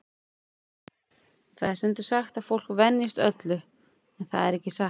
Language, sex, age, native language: Icelandic, female, 40-49, Icelandic